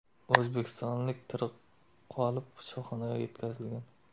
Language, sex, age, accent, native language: Uzbek, male, 18-24, Surxondaryo, Uzbek